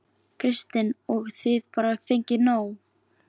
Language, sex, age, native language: Icelandic, female, 15, Icelandic